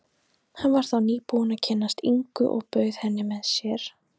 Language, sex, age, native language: Icelandic, female, 30-39, Icelandic